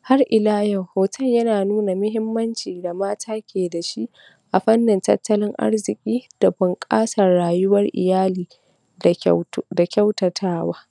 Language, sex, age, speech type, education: Hausa, female, 46-60, spontaneous, tertiary